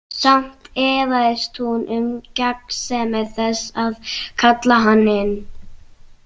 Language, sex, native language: Icelandic, other, Icelandic